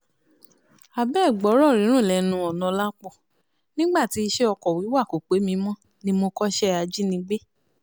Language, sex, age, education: Yoruba, female, 30-45, tertiary